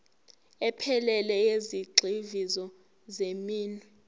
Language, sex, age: Zulu, female, 18